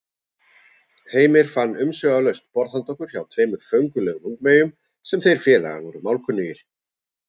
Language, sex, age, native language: Icelandic, male, 40-49, Icelandic